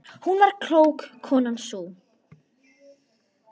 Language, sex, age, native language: Icelandic, female, 10, Icelandic